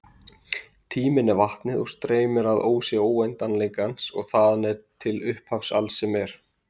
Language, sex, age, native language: Icelandic, male, 30-39, Icelandic